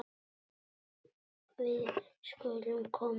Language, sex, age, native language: Icelandic, male, 8, Icelandic